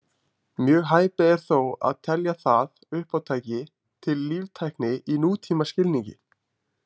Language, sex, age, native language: Icelandic, male, 20-29, Icelandic